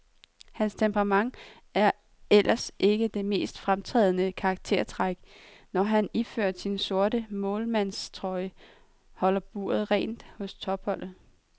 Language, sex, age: Danish, female, 23